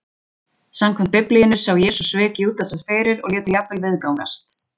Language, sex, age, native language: Icelandic, female, 20-29, Icelandic